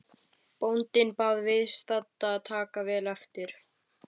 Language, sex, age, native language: Icelandic, female, 12, Icelandic